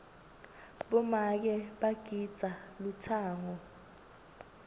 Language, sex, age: Swati, female, 20